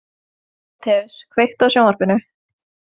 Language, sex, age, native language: Icelandic, female, 20-29, Norwegian